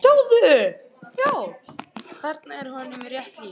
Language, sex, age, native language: Icelandic, male, 8, Icelandic